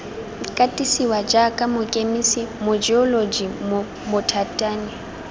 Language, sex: Tswana, female